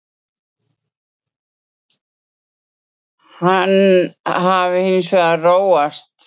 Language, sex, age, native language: Icelandic, female, 60-69, Icelandic